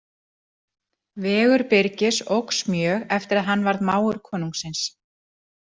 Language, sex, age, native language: Icelandic, female, 40-49, Icelandic